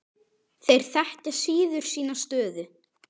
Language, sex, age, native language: Icelandic, male, 8, Icelandic